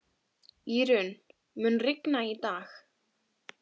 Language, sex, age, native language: Icelandic, female, 13, Icelandic